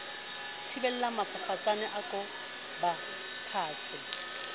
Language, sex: Southern Sotho, female